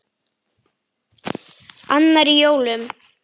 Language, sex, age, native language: Icelandic, male, 9, Icelandic